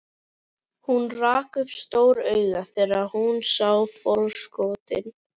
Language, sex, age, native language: Icelandic, other, 11, Icelandic